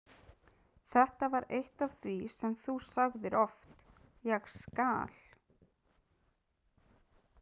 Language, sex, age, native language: Icelandic, female, 30-39, Icelandic